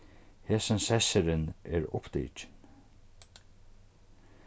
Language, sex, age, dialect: Faroese, male, 36-60, Norðurstreymoy/Eysturoy